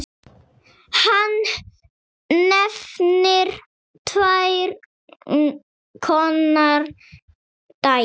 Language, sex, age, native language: Icelandic, female, 6, Icelandic